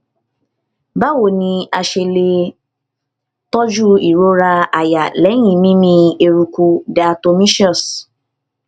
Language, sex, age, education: Yoruba, female, 15-29, tertiary